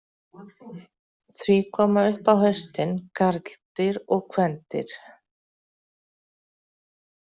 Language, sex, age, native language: Icelandic, female, 40-49, Icelandic